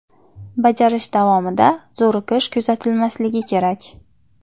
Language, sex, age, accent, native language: Uzbek, female, 25-34, Xorazm, Uzbek